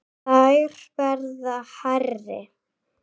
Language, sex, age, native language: Icelandic, female, 8, Icelandic